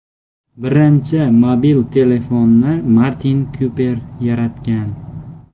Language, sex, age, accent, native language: Uzbek, male, 18-24, Xorazm, Uzbek